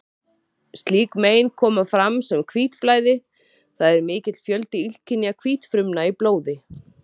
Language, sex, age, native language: Icelandic, female, 30-39, Icelandic